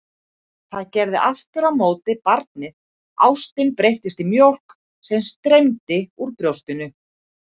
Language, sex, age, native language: Icelandic, female, 40-49, Icelandic